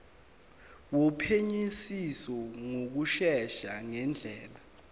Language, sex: Zulu, male